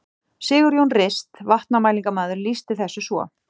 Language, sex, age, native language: Icelandic, female, 40-49, Icelandic